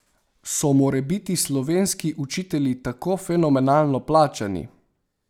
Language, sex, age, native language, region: Slovenian, male, 18-29, Slovenian, Savinja region